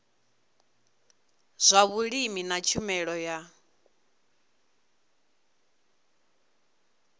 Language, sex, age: Venda, female, 22